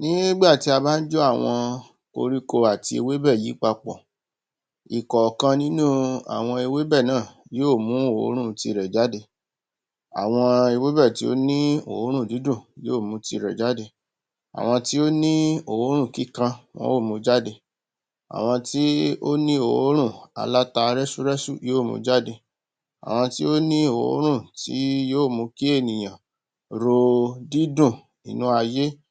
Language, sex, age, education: Yoruba, male, 46-60, tertiary